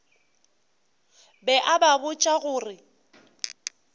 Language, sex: Northern Sotho, female